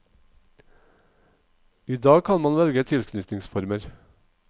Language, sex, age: Norwegian, male, 45